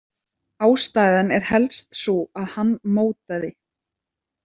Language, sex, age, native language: Icelandic, female, 30-39, Icelandic